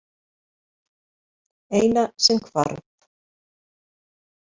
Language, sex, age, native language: Icelandic, female, 50-59, Icelandic